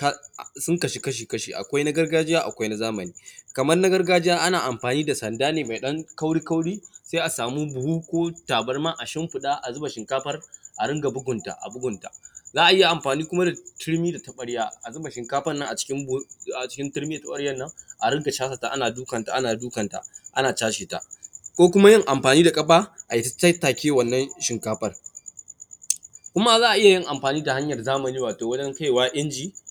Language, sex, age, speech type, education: Hausa, male, 15-29, spontaneous, primary